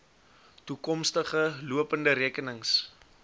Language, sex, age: Afrikaans, male, 20